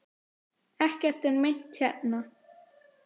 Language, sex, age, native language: Icelandic, female, 10, Icelandic